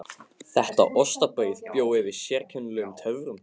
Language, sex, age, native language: Icelandic, male, 15, Icelandic